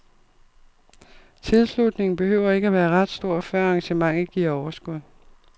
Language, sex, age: Danish, female, 52